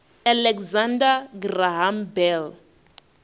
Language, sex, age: Venda, female, 21